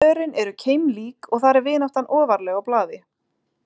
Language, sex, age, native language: Icelandic, female, 20-29, Icelandic